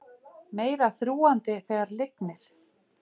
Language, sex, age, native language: Icelandic, female, 50-59, Icelandic